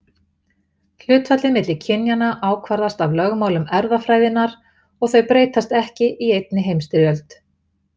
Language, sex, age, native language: Icelandic, female, 50-59, Icelandic